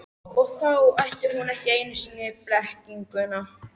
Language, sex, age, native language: Icelandic, female, 13, Icelandic